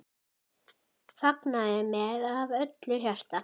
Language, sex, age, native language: Icelandic, female, 10, Icelandic